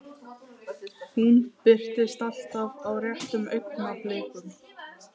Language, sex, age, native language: Icelandic, female, 15, Icelandic